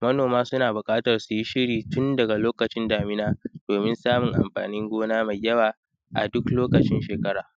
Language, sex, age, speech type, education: Hausa, male, 15-29, spontaneous, secondary